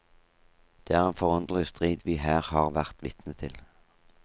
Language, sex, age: Norwegian, male, 38